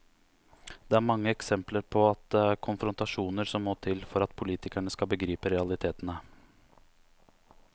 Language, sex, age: Norwegian, male, 29